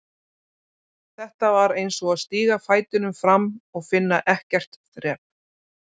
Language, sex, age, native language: Icelandic, female, 40-49, Icelandic